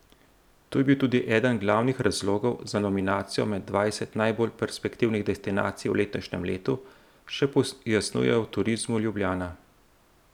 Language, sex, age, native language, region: Slovenian, male, 30-49, Slovenian, Central Slovenia